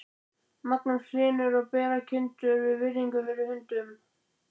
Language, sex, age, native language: Icelandic, male, 12, Icelandic